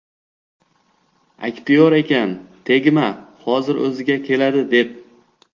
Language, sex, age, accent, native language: Uzbek, male, 18-24, Xorazm, Uzbek